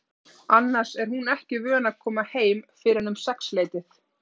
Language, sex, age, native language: Icelandic, female, 30-39, Icelandic